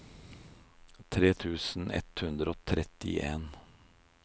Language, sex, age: Norwegian, male, 56